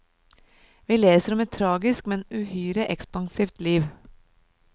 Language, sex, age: Norwegian, female, 37